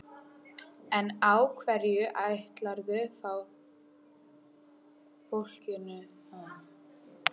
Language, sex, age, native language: Icelandic, female, 12, Icelandic